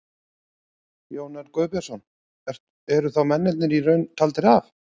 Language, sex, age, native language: Icelandic, male, 40-49, Icelandic